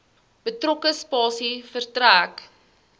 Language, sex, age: Afrikaans, female, 19